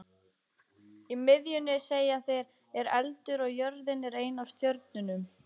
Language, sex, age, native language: Icelandic, female, 18-19, Icelandic